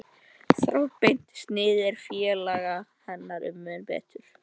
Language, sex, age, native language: Icelandic, male, 13, Icelandic